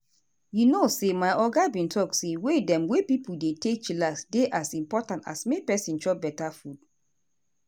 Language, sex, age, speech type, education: Nigerian Pidgin, female, 30-45, spontaneous, tertiary